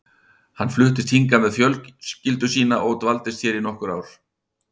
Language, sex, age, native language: Icelandic, male, 60-69, Icelandic